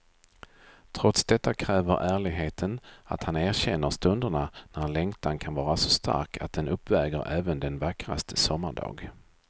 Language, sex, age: Swedish, male, 42